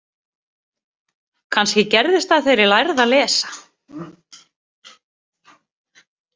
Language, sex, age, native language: Icelandic, female, 30-39, Icelandic